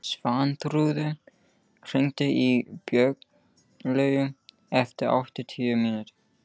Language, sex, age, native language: Icelandic, male, 15, English